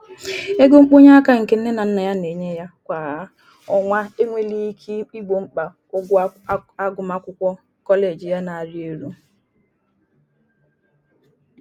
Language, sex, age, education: Igbo, female, 30-45, tertiary